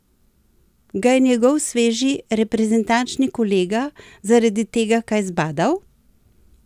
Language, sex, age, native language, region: Slovenian, female, 60+, Slovenian, Central Slovenia